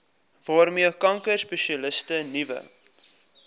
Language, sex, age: Afrikaans, male, 22